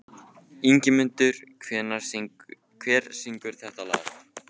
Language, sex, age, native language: Icelandic, male, 15, Icelandic